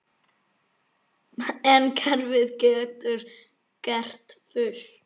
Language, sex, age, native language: Icelandic, male, 9, Icelandic